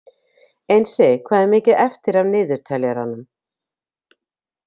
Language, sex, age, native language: Icelandic, female, 50-59, Icelandic